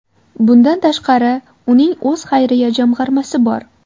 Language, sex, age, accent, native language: Uzbek, female, 18-24, Qashqadaryo, Uzbek